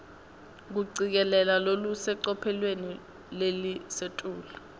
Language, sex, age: Swati, female, 19